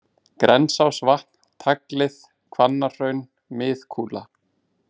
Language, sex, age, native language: Icelandic, male, 20-29, Icelandic